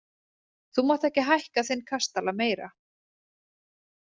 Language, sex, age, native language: Icelandic, female, 30-39, Icelandic